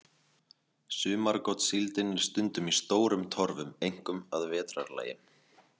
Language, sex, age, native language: Icelandic, male, 20-29, Icelandic